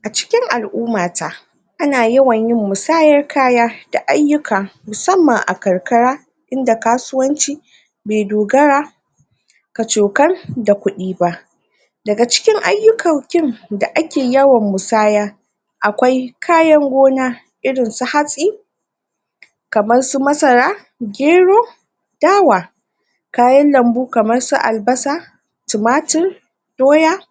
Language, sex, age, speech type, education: Hausa, female, 60+, spontaneous, tertiary